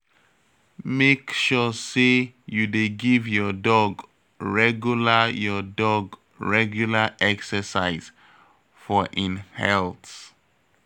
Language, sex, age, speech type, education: Nigerian Pidgin, male, 30-45, spontaneous, tertiary